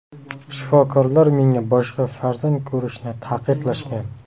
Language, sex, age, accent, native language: Uzbek, male, 18-24, Qashqadaryo, Uzbek